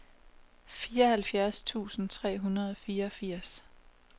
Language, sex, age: Danish, female, 27